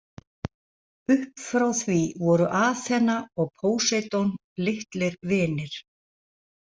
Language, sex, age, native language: Icelandic, female, 60-69, Icelandic